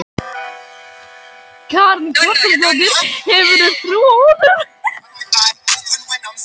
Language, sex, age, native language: Icelandic, female, 13, Icelandic